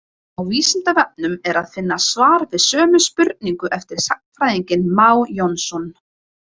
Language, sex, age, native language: Icelandic, female, 20-29, Icelandic